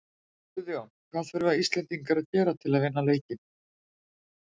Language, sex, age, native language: Icelandic, female, 50-59, Icelandic